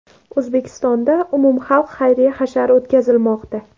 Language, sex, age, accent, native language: Uzbek, female, 18-24, Andijon, Uzbek